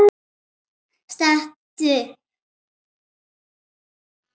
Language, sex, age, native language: Icelandic, female, 8, Icelandic